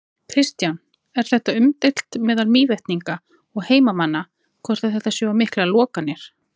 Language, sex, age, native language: Icelandic, female, 40-49, Icelandic